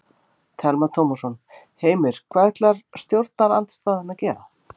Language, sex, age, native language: Icelandic, female, 50-59, Icelandic